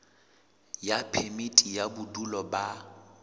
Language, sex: Southern Sotho, male